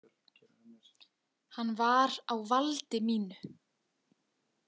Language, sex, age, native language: Icelandic, female, 20-29, Icelandic